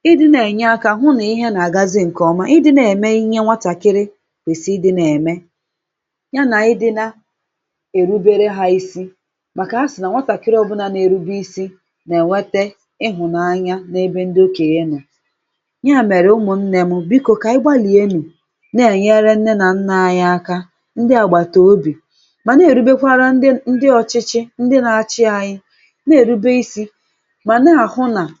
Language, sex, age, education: Igbo, female, 15-29, secondary